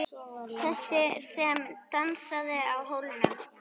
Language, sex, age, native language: Icelandic, female, 9, Icelandic